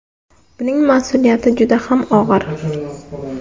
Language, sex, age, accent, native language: Uzbek, female, 18-24, Navoiy, Uzbek